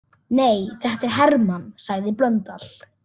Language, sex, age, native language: Icelandic, male, 30-39, Icelandic